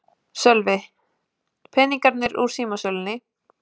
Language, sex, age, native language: Icelandic, female, 20-29, Icelandic